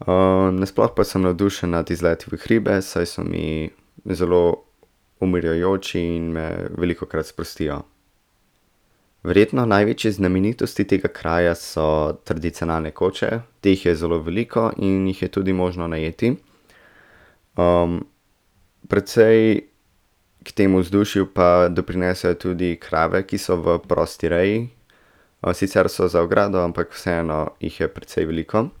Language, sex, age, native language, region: Slovenian, male, 18-29, Slovenian, Central Slovenia